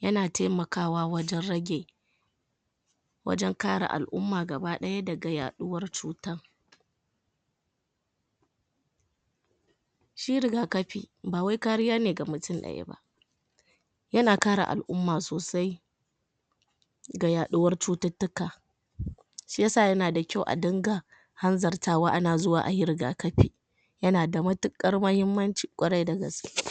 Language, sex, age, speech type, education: Hausa, female, 60+, spontaneous, tertiary